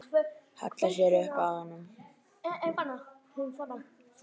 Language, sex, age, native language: Icelandic, male, 10, Icelandic